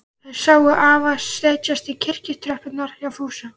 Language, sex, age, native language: Icelandic, male, 11, Icelandic